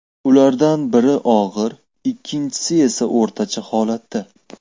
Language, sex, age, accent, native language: Uzbek, male, 18-24, Farg'ona, Uzbek